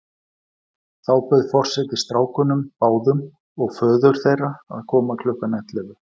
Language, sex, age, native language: Icelandic, male, 40-49, Icelandic